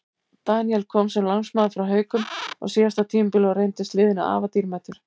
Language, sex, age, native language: Icelandic, female, 70-79, Icelandic